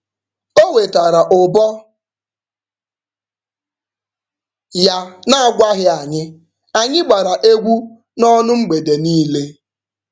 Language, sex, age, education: Igbo, male, 15-29, tertiary